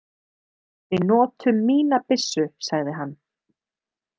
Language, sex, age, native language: Icelandic, female, 30-39, Icelandic